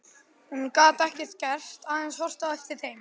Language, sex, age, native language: Icelandic, male, 11, Icelandic